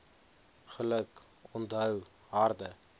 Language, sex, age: Afrikaans, male, 20